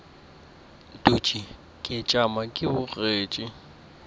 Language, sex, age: Northern Sotho, male, 24